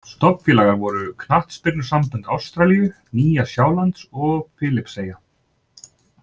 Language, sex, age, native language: Icelandic, male, 30-39, Icelandic